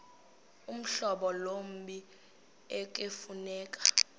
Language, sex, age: Xhosa, female, 21